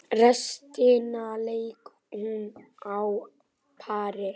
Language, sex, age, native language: Icelandic, male, 8, Icelandic